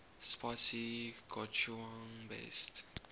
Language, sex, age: English, male, 20